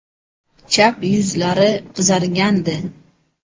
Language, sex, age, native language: Uzbek, male, 12-17, Uzbek